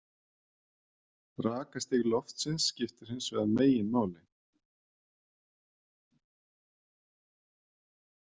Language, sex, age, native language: Icelandic, male, 40-49, Icelandic